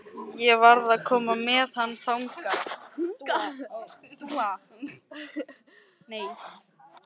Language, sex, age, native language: Icelandic, female, 14, Icelandic